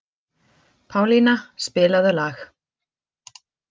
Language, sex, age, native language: Icelandic, female, 50-59, Icelandic